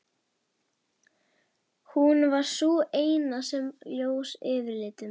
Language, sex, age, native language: Icelandic, female, 11, Icelandic